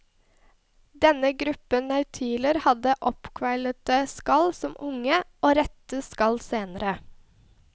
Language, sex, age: Norwegian, female, 21